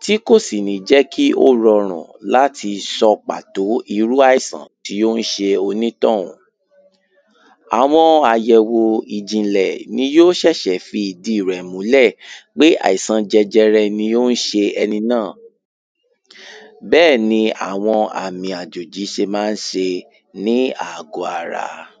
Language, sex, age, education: Yoruba, male, 15-29, tertiary